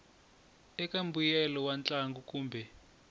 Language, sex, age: Tsonga, male, 21